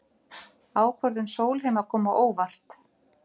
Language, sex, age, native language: Icelandic, female, 50-59, Icelandic